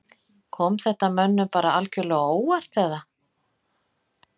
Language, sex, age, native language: Icelandic, female, 50-59, Icelandic